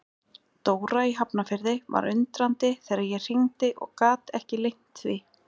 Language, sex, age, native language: Icelandic, female, 20-29, Icelandic